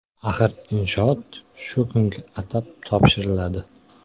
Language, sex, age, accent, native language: Uzbek, male, 18-24, Qoraqalpog'iston, Uzbek